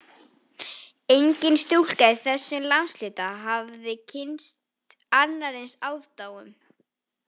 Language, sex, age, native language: Icelandic, female, 18-19, Icelandic